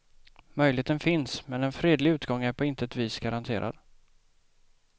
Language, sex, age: Swedish, male, 28